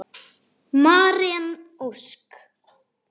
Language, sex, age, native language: Icelandic, male, 9, Icelandic